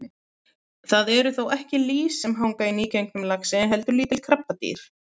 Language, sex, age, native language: Icelandic, female, 30-39, Icelandic